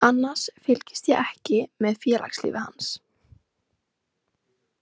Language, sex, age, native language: Icelandic, female, 18-19, Icelandic